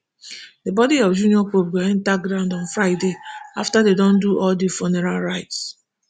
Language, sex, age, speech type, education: Nigerian Pidgin, female, 15-29, spontaneous, tertiary